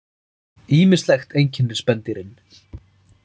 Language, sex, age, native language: Icelandic, male, 30-39, Icelandic